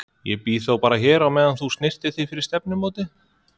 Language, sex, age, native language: Icelandic, male, 30-39, Icelandic